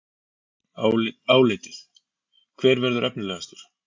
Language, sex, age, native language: Icelandic, male, 40-49, Icelandic